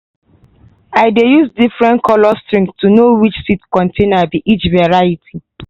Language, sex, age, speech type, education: Nigerian Pidgin, female, 15-29, spontaneous, tertiary